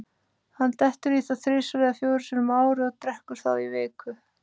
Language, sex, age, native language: Icelandic, female, 30-39, Icelandic